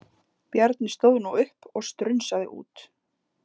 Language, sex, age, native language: Icelandic, female, 20-29, Icelandic